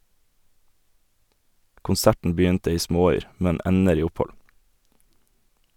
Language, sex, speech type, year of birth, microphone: Norwegian, male, read, 1991, Sennheiser